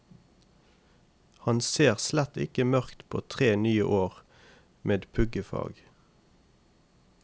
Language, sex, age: Norwegian, male, 28